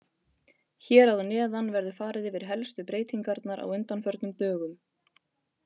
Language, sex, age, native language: Icelandic, female, 30-39, Icelandic